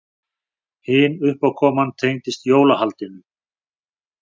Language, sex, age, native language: Icelandic, male, 40-49, Icelandic